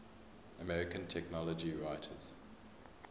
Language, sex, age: English, male, 23